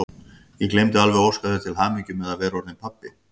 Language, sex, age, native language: Icelandic, male, 50-59, Icelandic